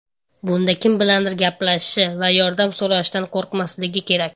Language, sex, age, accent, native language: Uzbek, male, under 19, Andijon, Uzbek